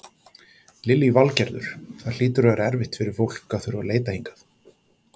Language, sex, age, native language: Icelandic, male, 40-49, Icelandic